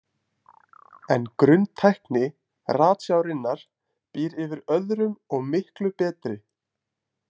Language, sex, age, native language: Icelandic, male, 20-29, Icelandic